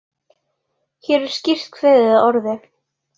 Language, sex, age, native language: Icelandic, female, 40-49, Icelandic